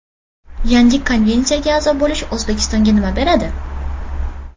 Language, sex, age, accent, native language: Uzbek, female, 12-17, Farg'ona, Uzbek